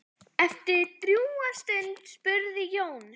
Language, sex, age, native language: Icelandic, male, 10, Icelandic